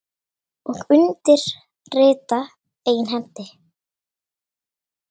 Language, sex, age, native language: Icelandic, female, 9, Icelandic